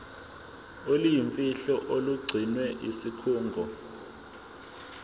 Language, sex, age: Zulu, male, 20